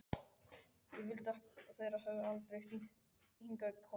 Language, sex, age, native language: Icelandic, male, 12, Icelandic